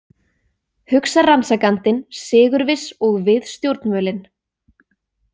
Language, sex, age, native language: Icelandic, female, 20-29, Icelandic